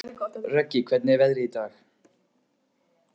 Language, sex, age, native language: Icelandic, male, 15, Icelandic